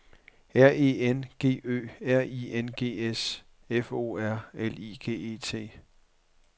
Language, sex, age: Danish, male, 44